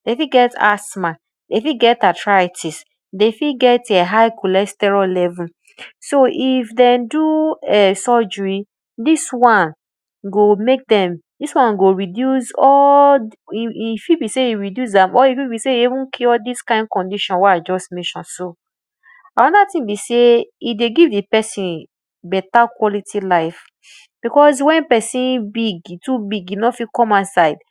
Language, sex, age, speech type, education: Nigerian Pidgin, female, 30-45, spontaneous, tertiary